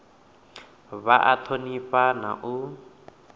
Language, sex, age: Venda, male, 28